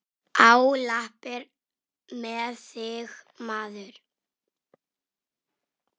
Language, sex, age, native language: Icelandic, male, 6, Icelandic